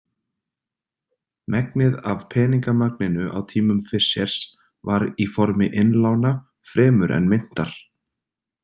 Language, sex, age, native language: Icelandic, male, 30-39, Icelandic